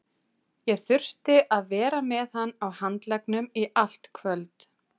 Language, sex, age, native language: Icelandic, female, 30-39, Icelandic